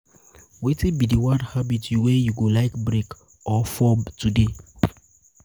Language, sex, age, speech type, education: Nigerian Pidgin, male, 15-29, spontaneous, tertiary